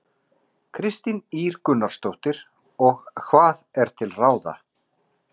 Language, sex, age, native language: Icelandic, male, 40-49, Icelandic